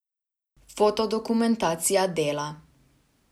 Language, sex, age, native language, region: Slovenian, female, 18-29, Slovenian, Savinja region